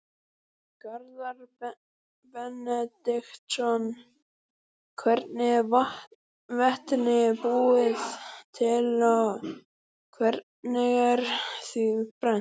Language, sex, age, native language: Icelandic, female, 12, Icelandic